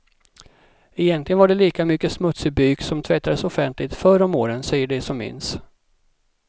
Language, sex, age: Swedish, male, 37